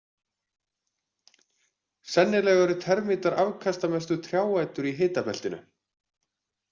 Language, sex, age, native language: Icelandic, male, 20-29, Icelandic